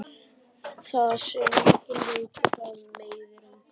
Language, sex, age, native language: Icelandic, male, 11, Icelandic